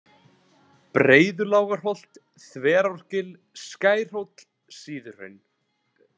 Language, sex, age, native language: Icelandic, male, 20-29, Icelandic